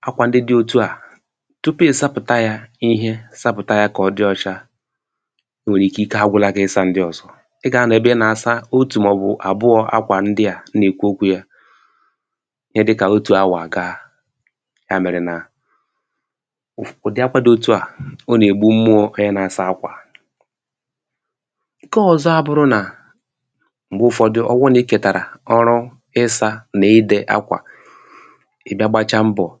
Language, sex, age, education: Igbo, male, 30-45, tertiary